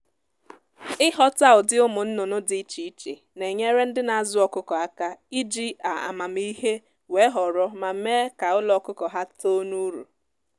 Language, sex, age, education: Igbo, female, 15-29, tertiary